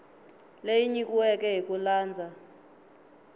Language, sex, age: Tsonga, female, 19